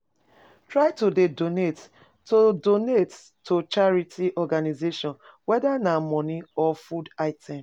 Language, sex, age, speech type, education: Nigerian Pidgin, female, 30-45, spontaneous, tertiary